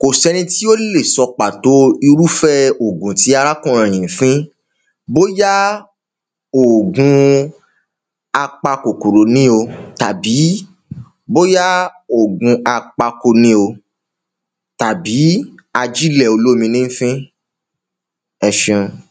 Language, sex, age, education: Yoruba, male, 15-29, tertiary